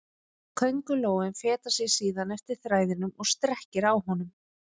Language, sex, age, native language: Icelandic, female, 30-39, Icelandic